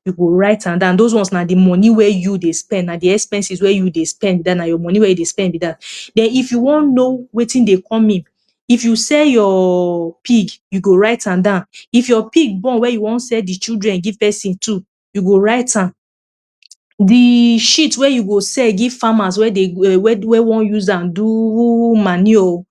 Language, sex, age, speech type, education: Nigerian Pidgin, female, 30-45, spontaneous, tertiary